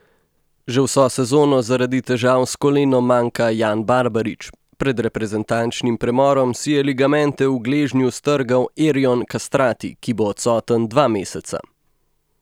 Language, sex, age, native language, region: Slovenian, male, 18-29, Slovenian, Gorenjska region